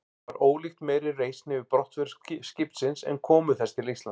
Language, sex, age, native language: Icelandic, male, 40-49, Icelandic